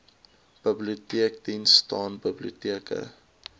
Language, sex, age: Afrikaans, male, 22